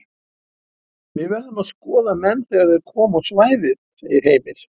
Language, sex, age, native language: Icelandic, male, 70-79, Icelandic